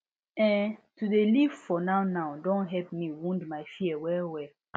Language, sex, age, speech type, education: Nigerian Pidgin, female, 15-29, spontaneous, tertiary